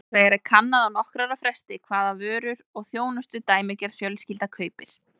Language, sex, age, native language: Icelandic, female, 20-29, Icelandic